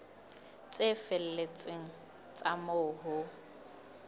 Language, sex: Southern Sotho, female